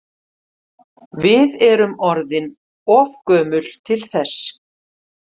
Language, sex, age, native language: Icelandic, female, 50-59, Icelandic